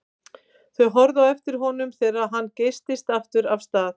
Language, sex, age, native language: Icelandic, female, 50-59, Icelandic